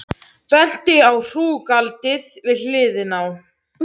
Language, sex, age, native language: Icelandic, female, 17, Icelandic